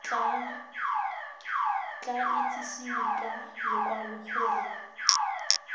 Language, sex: Tswana, female